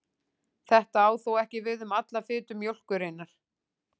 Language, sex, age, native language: Icelandic, female, 40-49, Icelandic